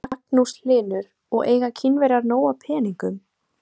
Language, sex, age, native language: Icelandic, female, 18-19, Icelandic